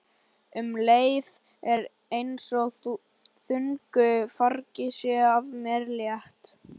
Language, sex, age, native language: Icelandic, male, 11, Icelandic